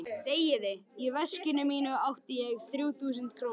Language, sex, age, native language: Icelandic, male, 13, Icelandic